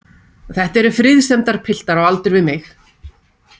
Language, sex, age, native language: Icelandic, female, 30-39, Icelandic